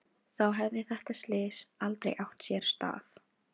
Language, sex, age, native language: Icelandic, female, 16, Filipino